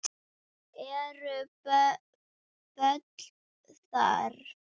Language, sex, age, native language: Icelandic, female, 8, Icelandic